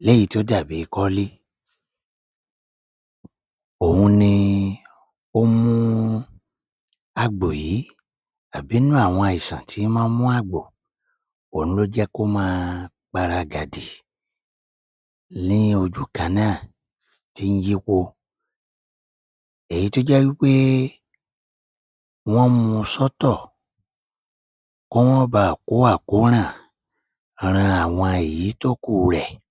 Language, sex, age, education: Yoruba, male, 30-45, tertiary